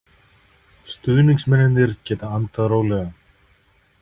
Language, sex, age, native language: Icelandic, male, 30-39, Icelandic